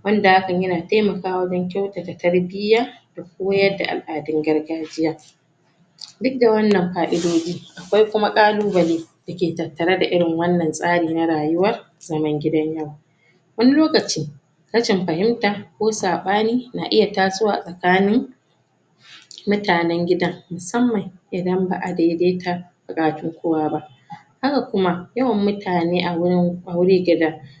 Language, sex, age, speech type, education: Hausa, female, 30-45, spontaneous, tertiary